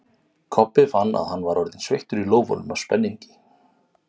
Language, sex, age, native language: Icelandic, male, 30-39, Icelandic